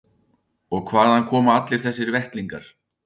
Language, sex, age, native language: Icelandic, male, 60-69, Icelandic